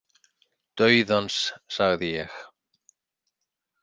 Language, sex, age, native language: Icelandic, male, 60-69, Icelandic